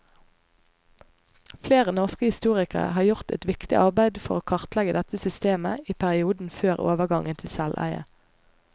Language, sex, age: Norwegian, female, 25